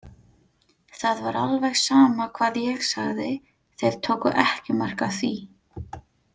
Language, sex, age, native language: Icelandic, female, 30-39, Filipino